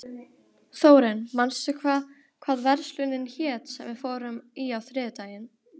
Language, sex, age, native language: Icelandic, female, 12, Icelandic